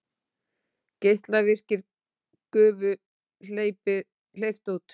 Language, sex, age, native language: Icelandic, female, 40-49, Icelandic